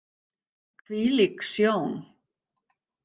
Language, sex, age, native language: Icelandic, female, 50-59, Icelandic